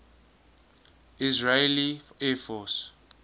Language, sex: English, male